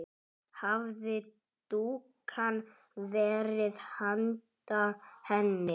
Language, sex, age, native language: Icelandic, male, 10, Icelandic